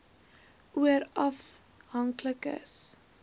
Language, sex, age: Afrikaans, female, 18